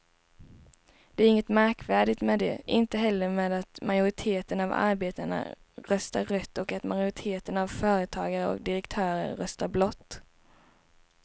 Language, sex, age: Swedish, female, 19